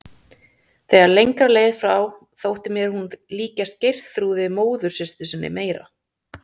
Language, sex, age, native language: Icelandic, female, 30-39, Icelandic